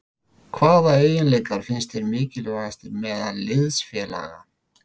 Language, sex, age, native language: Icelandic, male, 50-59, Icelandic